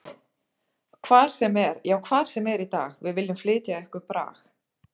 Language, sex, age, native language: Icelandic, female, 30-39, Icelandic